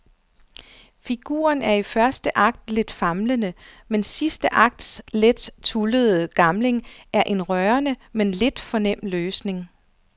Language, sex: Danish, female